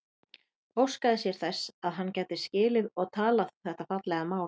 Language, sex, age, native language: Icelandic, female, 30-39, Icelandic